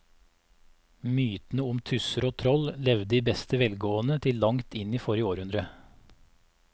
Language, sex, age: Norwegian, male, 34